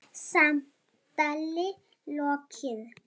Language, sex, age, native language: Icelandic, female, 7, Lithuanian